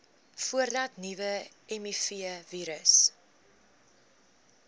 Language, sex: Afrikaans, female